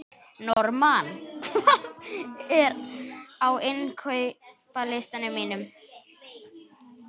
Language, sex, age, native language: Icelandic, male, 11, Icelandic